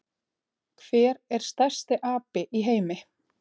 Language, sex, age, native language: Icelandic, female, 30-39, Icelandic